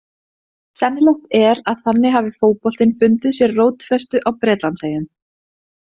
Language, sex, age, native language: Icelandic, female, 20-29, Icelandic